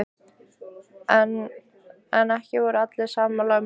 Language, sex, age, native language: Icelandic, female, 15, Icelandic